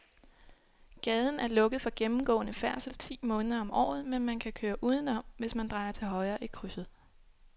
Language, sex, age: Danish, female, 26